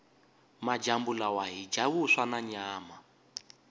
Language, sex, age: Tsonga, male, 22